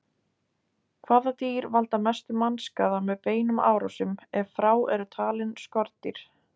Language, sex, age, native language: Icelandic, female, 20-29, Icelandic